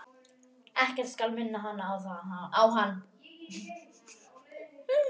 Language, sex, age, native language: Icelandic, female, 11, Icelandic